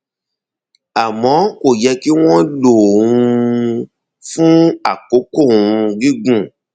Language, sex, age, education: Yoruba, male, 30-45, tertiary